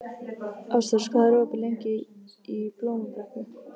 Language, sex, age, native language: Icelandic, female, 15, Icelandic